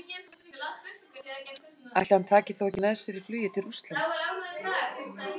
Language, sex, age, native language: Icelandic, female, 40-49, Icelandic